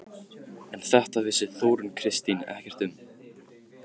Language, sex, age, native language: Icelandic, male, 15, Icelandic